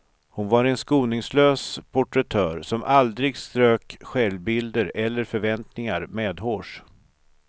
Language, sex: Swedish, male